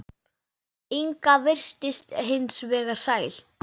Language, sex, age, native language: Icelandic, male, 9, Icelandic